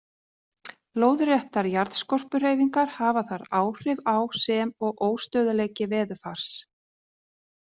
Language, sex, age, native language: Icelandic, female, 40-49, Icelandic